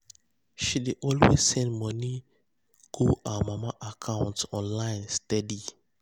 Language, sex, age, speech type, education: Nigerian Pidgin, male, 15-29, spontaneous, tertiary